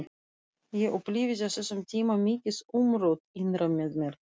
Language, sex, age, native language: Icelandic, female, 40-49, Russian